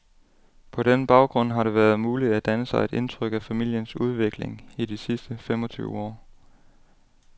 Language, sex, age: Danish, male, 18